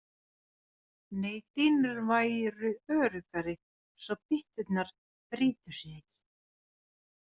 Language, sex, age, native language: Icelandic, female, 40-49, Finnish